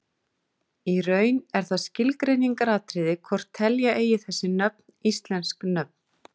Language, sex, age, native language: Icelandic, female, 40-49, Icelandic